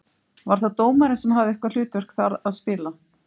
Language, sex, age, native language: Icelandic, female, 50-59, Icelandic